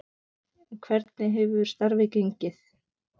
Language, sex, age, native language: Icelandic, female, 9, Icelandic